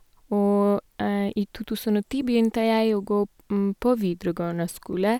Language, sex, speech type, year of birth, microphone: Norwegian, female, spontaneous, 1988, Sennheiser